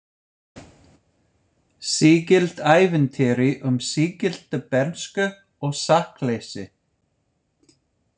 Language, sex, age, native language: Icelandic, male, 50-59, English